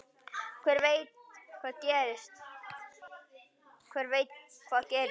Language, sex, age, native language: Icelandic, male, 9, Icelandic